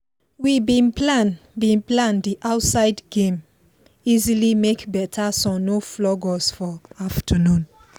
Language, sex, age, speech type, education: Nigerian Pidgin, female, 15-29, spontaneous, tertiary